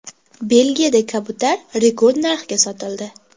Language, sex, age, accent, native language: Uzbek, female, under 19, Andijon, Uzbek